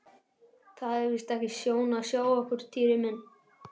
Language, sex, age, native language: Icelandic, male, 11, Icelandic